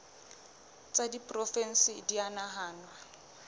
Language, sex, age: Southern Sotho, female, 23